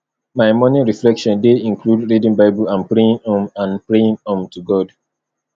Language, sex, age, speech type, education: Nigerian Pidgin, male, 30-45, spontaneous, tertiary